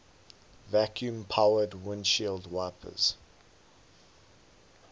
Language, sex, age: English, male, 19